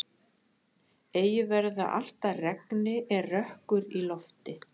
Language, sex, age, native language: Icelandic, female, 60-69, Icelandic